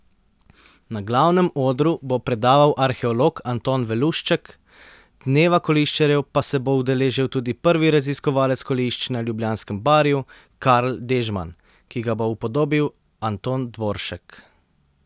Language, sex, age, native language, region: Slovenian, male, 30-49, Slovenian, Central Slovenia